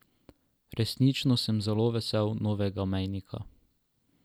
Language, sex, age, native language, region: Slovenian, male, 12-17, Slovenian, Drava region